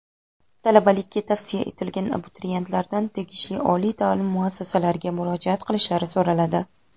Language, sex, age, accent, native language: Uzbek, female, 19-29, Toshkent viloyati, Uzbek